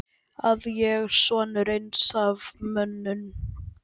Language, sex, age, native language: Icelandic, male, 11, Icelandic